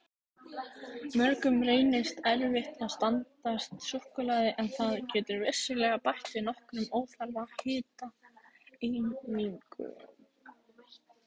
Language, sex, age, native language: Icelandic, female, 18-19, Icelandic